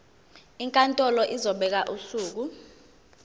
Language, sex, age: Zulu, female, 19